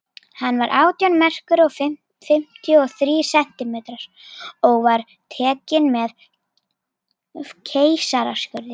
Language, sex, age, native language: Icelandic, female, 40-49, Icelandic